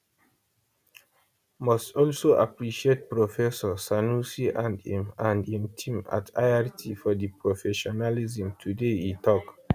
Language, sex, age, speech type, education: Nigerian Pidgin, male, 15-29, spontaneous, tertiary